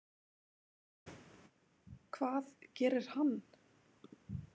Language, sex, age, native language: Icelandic, female, 20-29, Icelandic